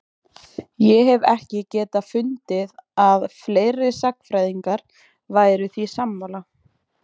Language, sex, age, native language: Icelandic, female, 20-29, Icelandic